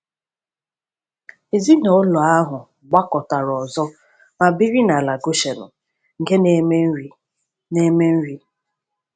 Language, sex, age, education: Igbo, female, 15-29, tertiary